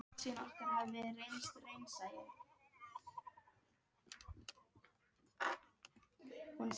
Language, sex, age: Icelandic, other, 18-19